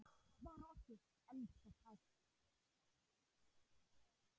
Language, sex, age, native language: Icelandic, male, 10, Icelandic